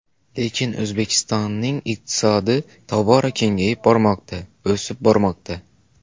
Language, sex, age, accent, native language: Uzbek, male, under 19, Xorazm, Uzbek